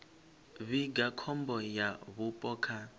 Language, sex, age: Venda, male, 25